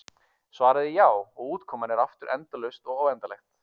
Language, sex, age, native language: Icelandic, male, 30-39, Icelandic